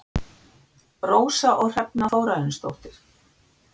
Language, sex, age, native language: Icelandic, female, 60-69, Icelandic